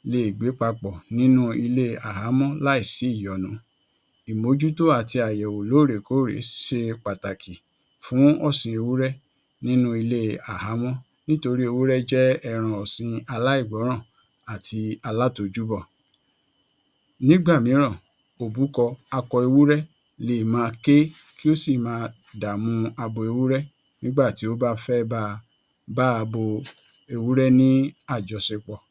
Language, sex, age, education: Yoruba, male, 46-60, tertiary